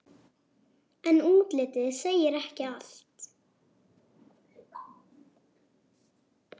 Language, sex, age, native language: Icelandic, male, 7, Icelandic